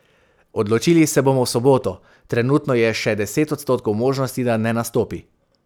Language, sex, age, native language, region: Slovenian, male, 18-29, Slovenian, Savinja region